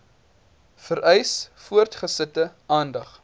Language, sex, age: Afrikaans, male, 19